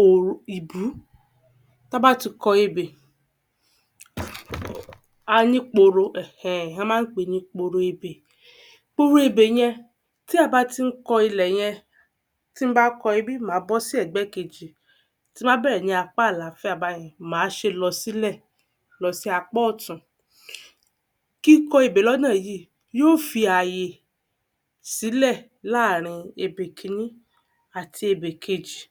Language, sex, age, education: Yoruba, female, 15-29, tertiary